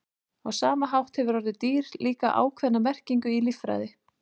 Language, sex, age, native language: Icelandic, female, 40-49, Icelandic